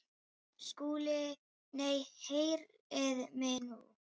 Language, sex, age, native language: Icelandic, female, 10, Icelandic